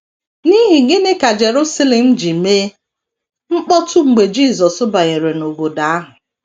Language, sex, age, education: Igbo, female, 30-45, tertiary